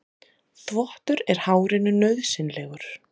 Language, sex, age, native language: Icelandic, female, 30-39, Icelandic